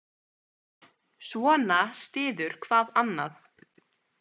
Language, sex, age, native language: Icelandic, female, 20-29, Icelandic